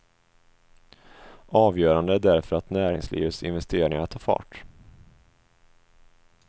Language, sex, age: Swedish, male, 25